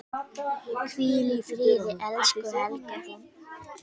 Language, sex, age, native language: Icelandic, male, 10, Icelandic